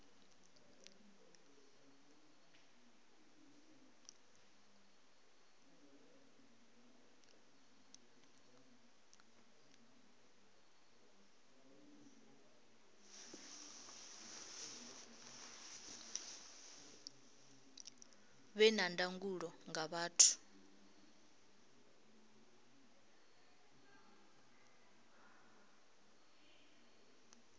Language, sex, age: Venda, female, 20